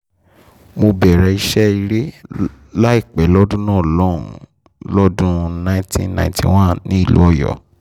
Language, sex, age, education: Yoruba, male, 15-29, tertiary